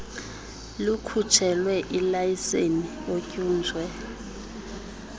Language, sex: Xhosa, female